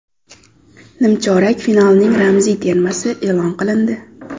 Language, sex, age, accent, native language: Uzbek, female, 18-24, Xorazm, Uzbek